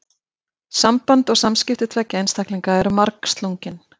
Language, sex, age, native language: Icelandic, female, 50-59, Icelandic